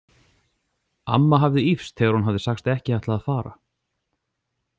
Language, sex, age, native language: Icelandic, male, 40-49, Icelandic